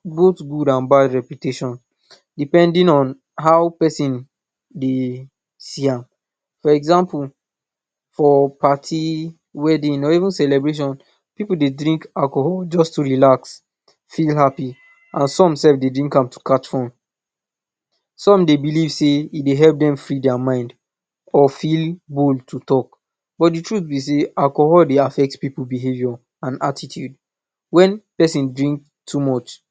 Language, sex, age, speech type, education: Nigerian Pidgin, male, 15-29, spontaneous, tertiary